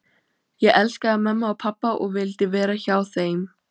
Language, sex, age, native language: Icelandic, female, 12, Icelandic